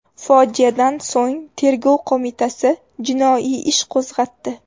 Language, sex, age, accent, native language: Uzbek, female, 18-24, Namangan, Uzbek